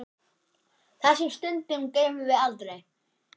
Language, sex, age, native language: Icelandic, male, 10, Icelandic